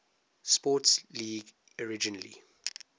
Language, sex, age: English, male, 19